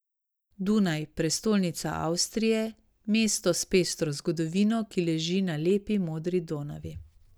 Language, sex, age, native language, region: Slovenian, female, 30-49, Slovenian, Savinja region